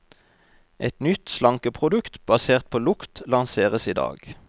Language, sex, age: Norwegian, male, 32